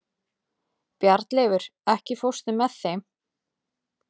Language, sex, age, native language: Icelandic, female, 30-39, Icelandic